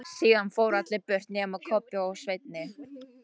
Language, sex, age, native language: Icelandic, female, 18-19, Polish